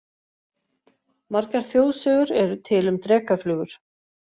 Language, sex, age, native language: Icelandic, other, 40-49, Icelandic